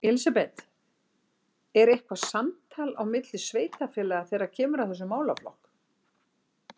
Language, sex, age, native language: Icelandic, female, 60-69, Icelandic